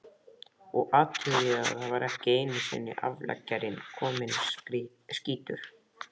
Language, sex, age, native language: Icelandic, male, 13, Icelandic